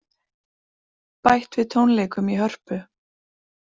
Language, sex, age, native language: Icelandic, female, 40-49, Icelandic